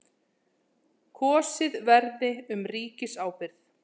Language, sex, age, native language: Icelandic, female, 30-39, Icelandic